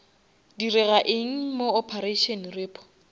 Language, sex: Northern Sotho, female